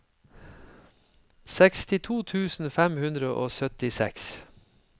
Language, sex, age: Norwegian, male, 53